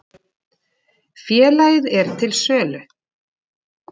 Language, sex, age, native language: Icelandic, female, 40-49, Icelandic